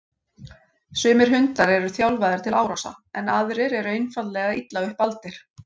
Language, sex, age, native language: Icelandic, female, 40-49, Icelandic